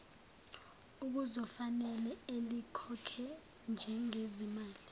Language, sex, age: Zulu, female, 19